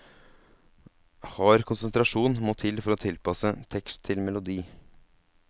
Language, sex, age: Norwegian, male, 27